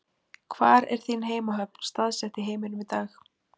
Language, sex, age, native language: Icelandic, female, 20-29, Icelandic